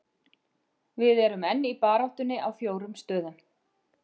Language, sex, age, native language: Icelandic, female, 50-59, Icelandic